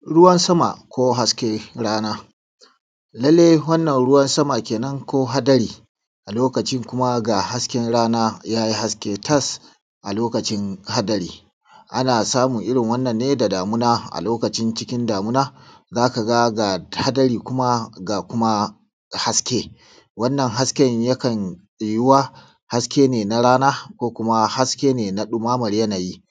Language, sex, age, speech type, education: Hausa, male, 30-45, spontaneous, tertiary